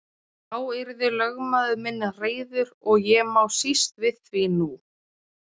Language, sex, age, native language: Icelandic, female, 30-39, Icelandic